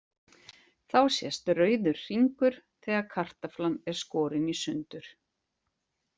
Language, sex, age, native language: Icelandic, female, 40-49, Icelandic